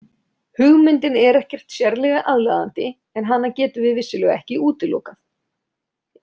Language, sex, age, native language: Icelandic, female, 30-39, Icelandic